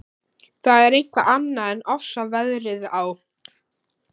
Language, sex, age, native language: Icelandic, male, 11, Icelandic